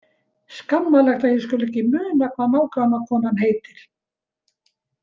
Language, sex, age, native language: Icelandic, female, 70-79, Icelandic